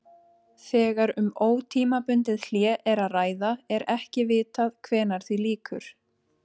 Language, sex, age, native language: Icelandic, female, 30-39, Icelandic